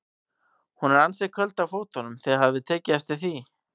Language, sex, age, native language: Icelandic, male, 18-19, Icelandic